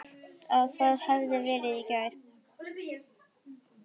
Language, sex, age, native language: Icelandic, female, 11, Icelandic